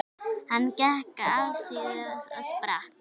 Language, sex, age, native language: Icelandic, female, 9, Icelandic